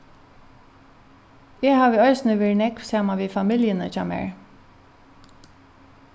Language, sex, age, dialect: Faroese, female, 36-60, Norðuroyggjar